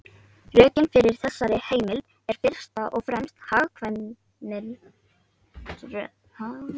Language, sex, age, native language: Icelandic, female, 13, Icelandic